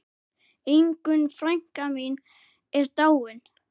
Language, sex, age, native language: Icelandic, male, 9, Icelandic